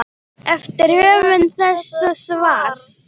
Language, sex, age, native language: Icelandic, female, 10, Icelandic